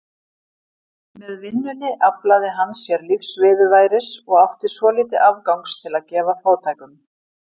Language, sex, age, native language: Icelandic, female, 50-59, Icelandic